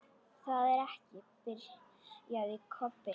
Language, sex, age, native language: Icelandic, female, 10, Icelandic